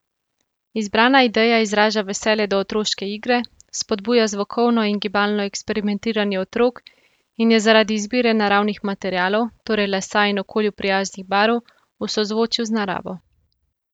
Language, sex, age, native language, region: Slovenian, female, 18-29, Slovenian, Central Slovenia